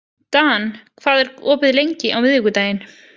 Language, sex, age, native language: Icelandic, female, 20-29, Icelandic